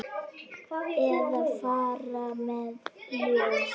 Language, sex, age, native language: Icelandic, female, 10, Icelandic